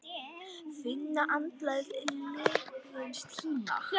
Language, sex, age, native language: Icelandic, female, 10, Icelandic